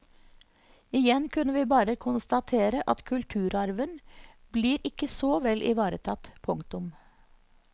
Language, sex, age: Norwegian, female, 54